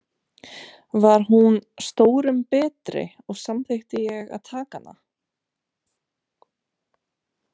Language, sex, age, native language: Icelandic, female, 30-39, Romanian